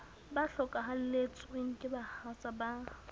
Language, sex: Southern Sotho, female